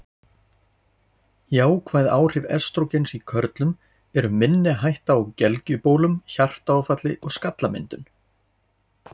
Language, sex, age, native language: Icelandic, male, 40-49, Icelandic